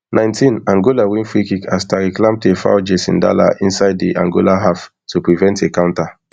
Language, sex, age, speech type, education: Nigerian Pidgin, male, 30-45, spontaneous, tertiary